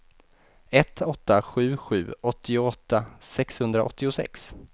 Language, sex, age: Swedish, male, 28